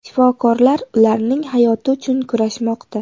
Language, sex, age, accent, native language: Uzbek, female, 18-24, Namangan, Uzbek